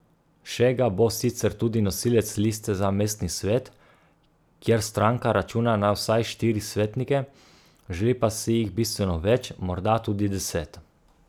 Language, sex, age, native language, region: Slovenian, male, 30-49, Slovenian, Gorica region